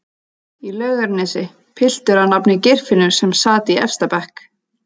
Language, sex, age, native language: Icelandic, female, 30-39, Icelandic